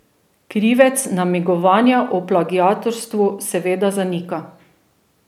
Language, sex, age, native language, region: Slovenian, female, 30-49, Slovenian, Drava region